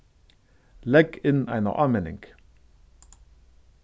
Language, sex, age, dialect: Faroese, male, 36-60, Suðurstreymoy